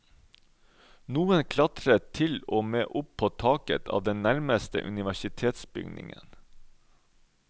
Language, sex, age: Norwegian, male, 31